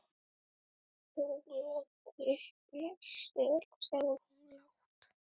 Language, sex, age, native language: Icelandic, male, 12, Icelandic